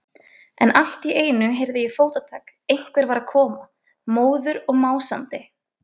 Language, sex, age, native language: Icelandic, female, 20-29, Icelandic